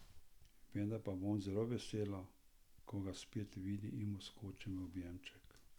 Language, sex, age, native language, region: Slovenian, male, 60+, Slovenian, Central Slovenia